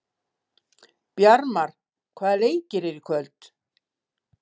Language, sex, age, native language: Icelandic, female, 70-79, Icelandic